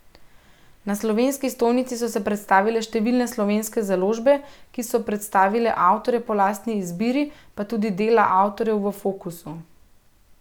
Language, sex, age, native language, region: Slovenian, female, 30-49, Slovenian, Central Slovenia